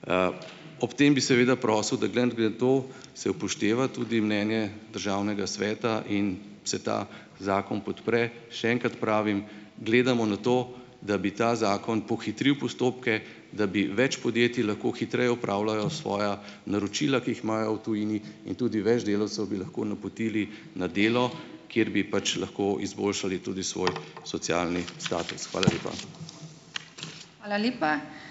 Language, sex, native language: Slovenian, male, Slovenian